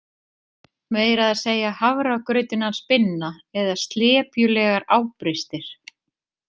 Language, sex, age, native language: Icelandic, female, 30-39, Icelandic